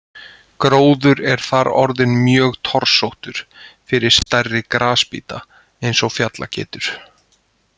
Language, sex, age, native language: Icelandic, male, 20-29, Icelandic